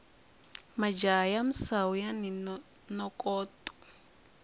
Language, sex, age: Tsonga, female, 20